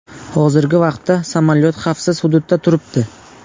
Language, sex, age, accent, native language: Uzbek, male, 18-24, Buxoro, Uzbek